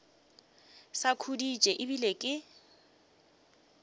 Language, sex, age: Northern Sotho, female, 23